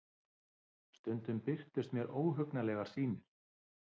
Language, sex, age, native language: Icelandic, male, 50-59, Icelandic